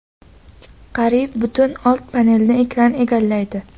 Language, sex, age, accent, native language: Uzbek, female, 18-24, Buxoro, Uzbek